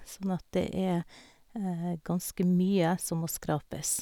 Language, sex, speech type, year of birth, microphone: Norwegian, female, spontaneous, 1969, Sennheiser